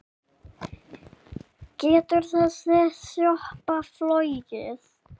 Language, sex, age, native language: Icelandic, male, 6, Icelandic